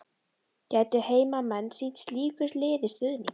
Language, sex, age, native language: Icelandic, female, 12, Icelandic